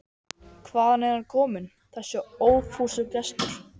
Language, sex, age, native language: Icelandic, male, 13, Icelandic